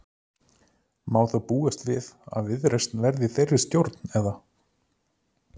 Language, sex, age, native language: Icelandic, male, 30-39, Icelandic